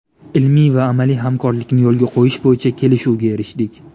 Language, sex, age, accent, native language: Uzbek, male, 18-24, Namangan, Uzbek